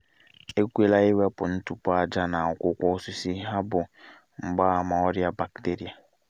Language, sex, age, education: Igbo, male, 15-29, secondary